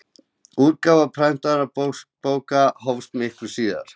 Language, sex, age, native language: Icelandic, male, 20-29, Icelandic